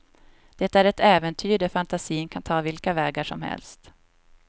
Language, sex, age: Swedish, female, 26